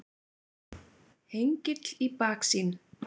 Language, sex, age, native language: Icelandic, male, 6, Icelandic